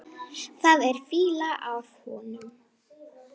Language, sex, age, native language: Icelandic, female, 9, Icelandic